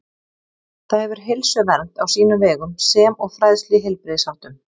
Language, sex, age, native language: Icelandic, female, 30-39, Icelandic